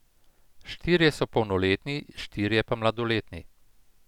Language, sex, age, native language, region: Slovenian, male, 50-59, Slovenian, Central Slovenia